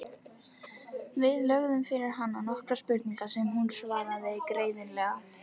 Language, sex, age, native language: Icelandic, female, 12, Icelandic